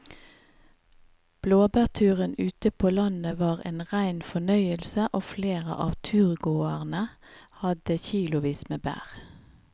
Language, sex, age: Norwegian, female, 50